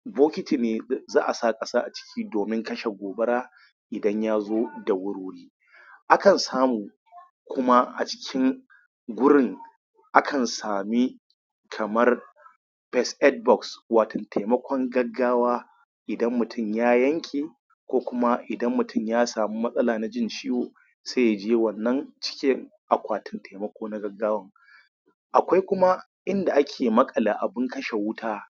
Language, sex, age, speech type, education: Hausa, male, 30-45, spontaneous, tertiary